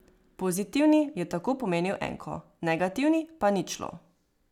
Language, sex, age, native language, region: Slovenian, female, 18-29, Slovenian, Savinja region